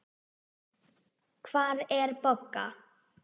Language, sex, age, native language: Icelandic, female, 6, Icelandic